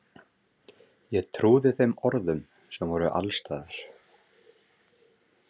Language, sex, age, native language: Icelandic, male, 30-39, Icelandic